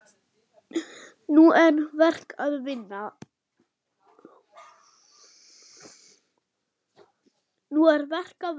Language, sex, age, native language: Icelandic, female, 8, German